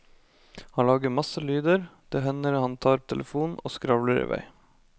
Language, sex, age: Norwegian, male, 25